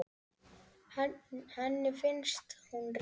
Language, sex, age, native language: Icelandic, male, 8, Icelandic